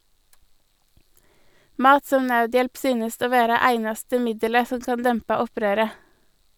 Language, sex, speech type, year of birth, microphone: Norwegian, female, read, 1983, Sennheiser